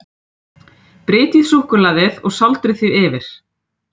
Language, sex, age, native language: Icelandic, female, 30-39, Icelandic